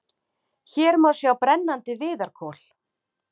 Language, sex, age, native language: Icelandic, female, 30-39, Icelandic